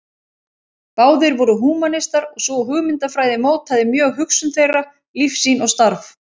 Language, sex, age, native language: Icelandic, female, 30-39, Icelandic